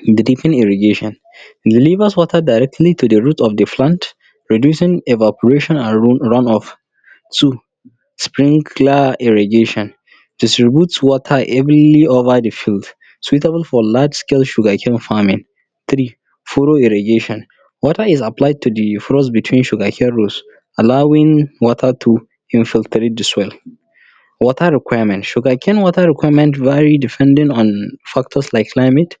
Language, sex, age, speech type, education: Hausa, male, 30-45, spontaneous, tertiary